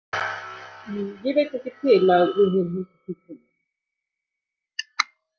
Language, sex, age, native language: Icelandic, female, 60-69, Icelandic